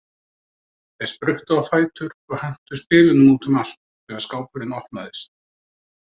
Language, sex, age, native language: Icelandic, male, 30-39, Icelandic